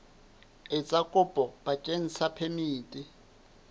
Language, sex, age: Southern Sotho, male, 29